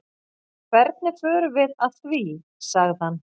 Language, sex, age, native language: Icelandic, female, 40-49, Icelandic